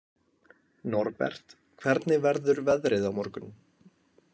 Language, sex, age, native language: Icelandic, male, 20-29, Icelandic